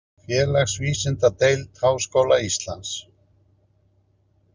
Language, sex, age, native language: Icelandic, male, 50-59, Icelandic